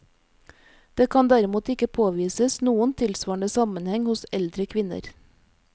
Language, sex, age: Norwegian, female, 46